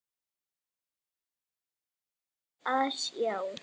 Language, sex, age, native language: Icelandic, male, 30-39, Icelandic